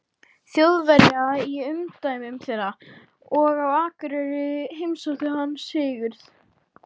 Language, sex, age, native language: Icelandic, female, 40-49, Icelandic